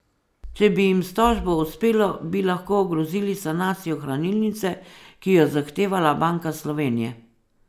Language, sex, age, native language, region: Slovenian, female, 50-59, Slovenian, Savinja region